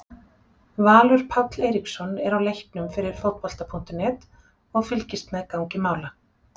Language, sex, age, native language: Icelandic, female, 40-49, Icelandic